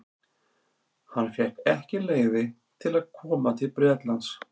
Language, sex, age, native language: Icelandic, male, 40-49, Icelandic